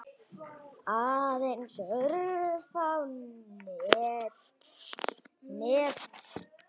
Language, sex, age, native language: Icelandic, male, 9, Icelandic